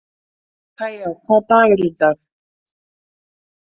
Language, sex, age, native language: Icelandic, female, 40-49, Icelandic